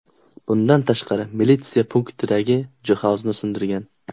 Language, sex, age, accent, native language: Uzbek, male, 18-24, Qashqadaryo, Uzbek